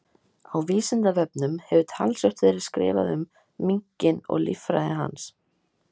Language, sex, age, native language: Icelandic, female, 18-19, Icelandic